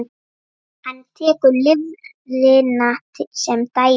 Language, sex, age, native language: Icelandic, female, 9, Icelandic